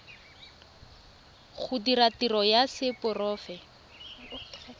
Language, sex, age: Tswana, female, 23